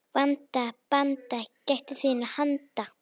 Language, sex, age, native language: Icelandic, female, 9, Icelandic